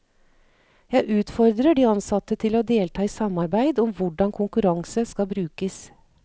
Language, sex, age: Norwegian, female, 39